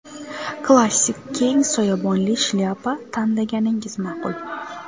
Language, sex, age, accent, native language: Uzbek, female, 19-29, Samarqand, Uzbek